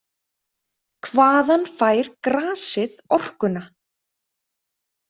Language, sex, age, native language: Icelandic, female, 30-39, Icelandic